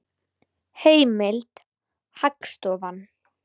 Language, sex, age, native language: Icelandic, female, 60-69, Icelandic